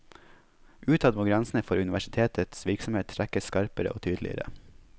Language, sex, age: Norwegian, male, 21